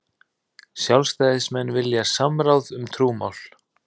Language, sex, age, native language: Icelandic, male, 30-39, Icelandic